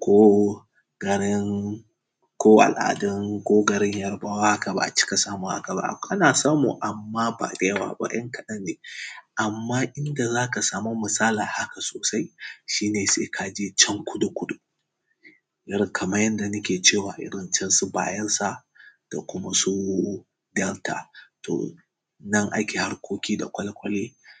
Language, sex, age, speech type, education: Hausa, male, 15-29, spontaneous, tertiary